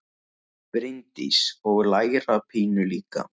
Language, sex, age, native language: Icelandic, male, 9, Icelandic